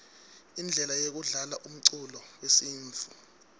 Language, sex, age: Swati, male, 23